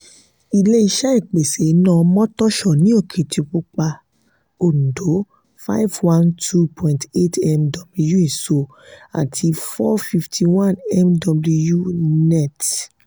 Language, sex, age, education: Yoruba, female, 30-45, tertiary